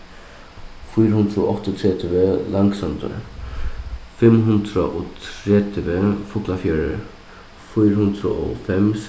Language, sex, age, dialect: Faroese, male, 15-35, Suðuroy